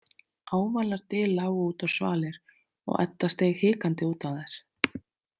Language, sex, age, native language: Icelandic, female, 30-39, Icelandic